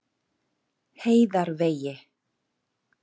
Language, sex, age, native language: Icelandic, female, 40-49, Icelandic